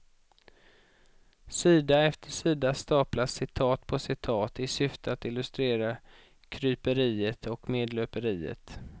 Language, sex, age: Swedish, male, 31